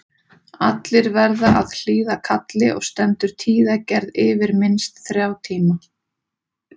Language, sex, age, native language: Icelandic, female, 30-39, Icelandic